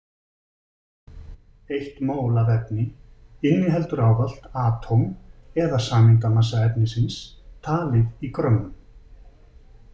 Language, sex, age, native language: Icelandic, male, 50-59, Icelandic